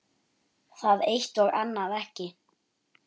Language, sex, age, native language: Icelandic, male, 9, Icelandic